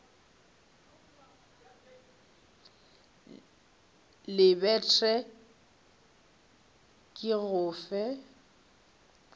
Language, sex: Northern Sotho, female